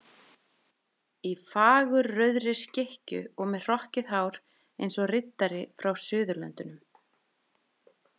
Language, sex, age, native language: Icelandic, female, 30-39, Icelandic